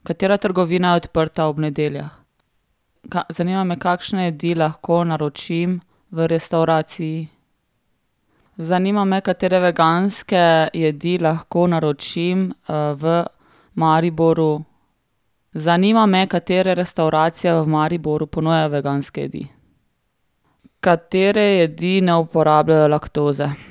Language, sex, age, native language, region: Slovenian, female, 30-49, Slovenian, Primorsko-notranjska region